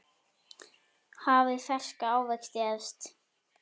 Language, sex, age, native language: Icelandic, female, 9, Icelandic